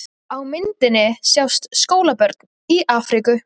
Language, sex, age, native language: Icelandic, female, 20-29, Icelandic